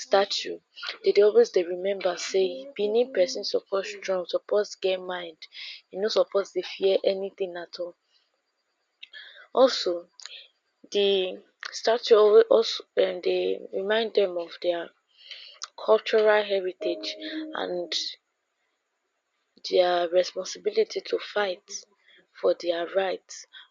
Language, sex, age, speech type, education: Nigerian Pidgin, female, 15-29, spontaneous, secondary